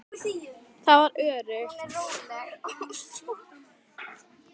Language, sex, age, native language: Icelandic, female, 10, Icelandic